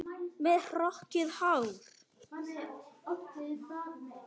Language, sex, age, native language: Icelandic, male, 9, Icelandic